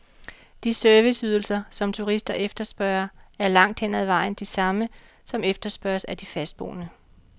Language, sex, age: Danish, female, 45